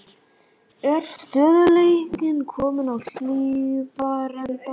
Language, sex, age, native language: Icelandic, male, 11, Icelandic